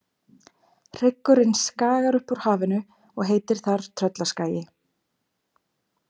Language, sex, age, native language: Icelandic, female, 20-29, Icelandic